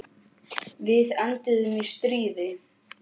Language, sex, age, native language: Icelandic, male, 10, Icelandic